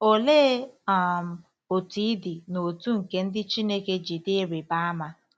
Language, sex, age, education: Igbo, female, 15-29, tertiary